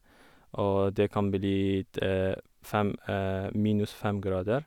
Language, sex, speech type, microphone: Norwegian, female, spontaneous, Sennheiser